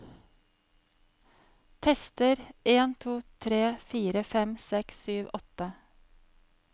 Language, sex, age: Norwegian, female, 35